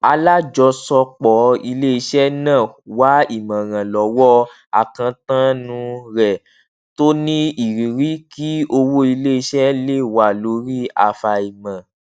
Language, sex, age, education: Yoruba, male, 15-29, tertiary